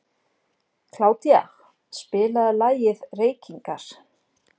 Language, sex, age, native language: Icelandic, female, 40-49, Icelandic